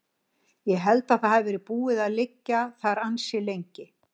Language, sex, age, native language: Icelandic, female, 60-69, Icelandic